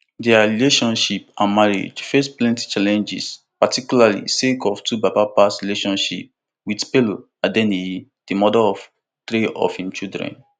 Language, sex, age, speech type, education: Nigerian Pidgin, male, 15-29, spontaneous, tertiary